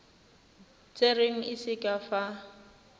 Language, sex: Tswana, female